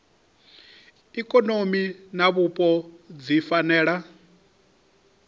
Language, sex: Venda, male